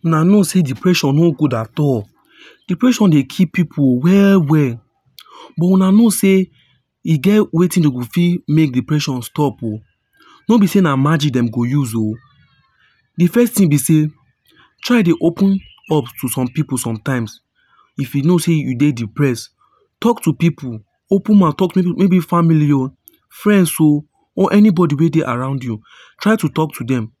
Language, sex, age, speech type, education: Nigerian Pidgin, male, 15-29, spontaneous, tertiary